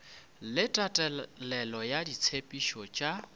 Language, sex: Northern Sotho, male